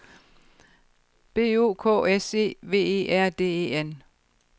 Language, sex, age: Danish, female, 52